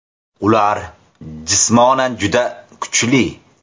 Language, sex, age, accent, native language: Uzbek, male, 18-24, Navoiy, Uzbek